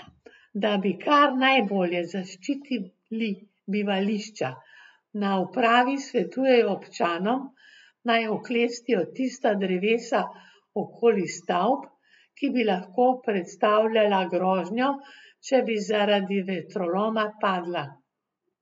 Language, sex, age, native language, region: Slovenian, female, 60+, Slovenian, Gorenjska region